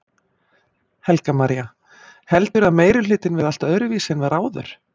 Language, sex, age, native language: Icelandic, female, 40-49, Icelandic